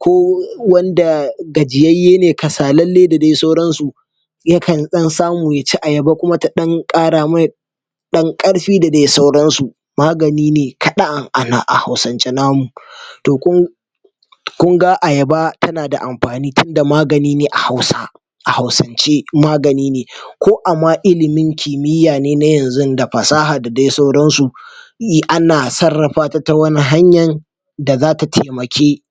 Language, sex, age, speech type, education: Hausa, male, 46-60, spontaneous, tertiary